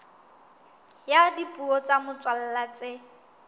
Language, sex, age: Southern Sotho, female, 19